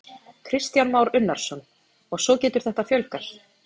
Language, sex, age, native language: Icelandic, female, 30-39, Icelandic